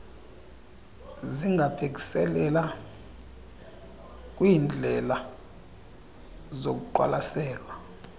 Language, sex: Xhosa, male